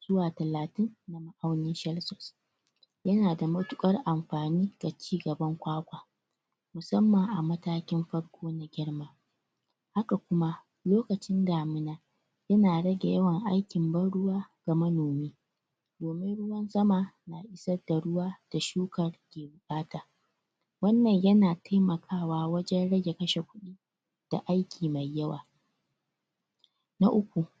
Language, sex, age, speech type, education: Hausa, female, 30-45, spontaneous, tertiary